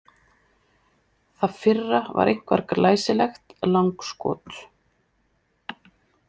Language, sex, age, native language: Icelandic, female, 50-59, Icelandic